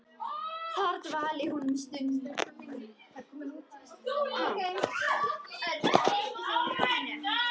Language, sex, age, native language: Icelandic, female, 10, Icelandic